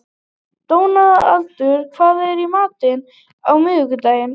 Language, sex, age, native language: Icelandic, female, 18-19, Icelandic